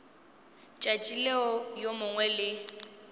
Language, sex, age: Northern Sotho, female, 18